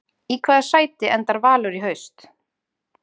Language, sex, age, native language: Icelandic, female, 30-39, Icelandic